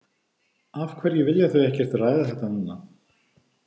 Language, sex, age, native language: Icelandic, male, 50-59, Icelandic